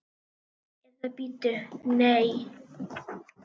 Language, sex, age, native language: Icelandic, male, 10, Icelandic